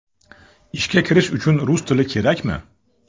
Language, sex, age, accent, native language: Uzbek, male, 30-39, Andijon, Uzbek